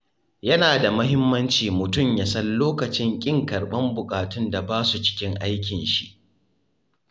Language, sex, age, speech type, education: Hausa, male, 15-29, spontaneous, tertiary